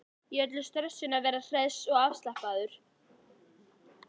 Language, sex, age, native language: Icelandic, male, 11, Icelandic